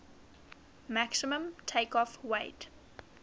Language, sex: English, female